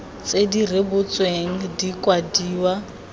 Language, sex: Tswana, female